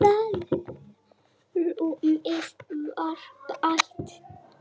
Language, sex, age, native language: Icelandic, male, 6, Icelandic